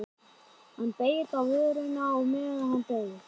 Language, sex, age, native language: Icelandic, other, 11, Icelandic